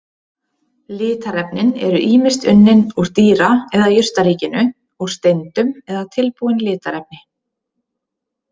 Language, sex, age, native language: Icelandic, female, 30-39, Icelandic